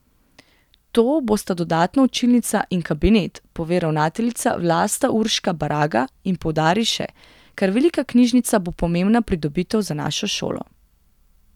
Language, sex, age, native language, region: Slovenian, female, 18-29, Slovenian, Gorenjska region